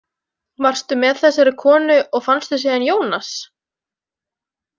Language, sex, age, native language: Icelandic, female, 20-29, Icelandic